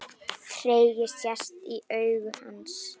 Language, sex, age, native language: Icelandic, female, 10, Icelandic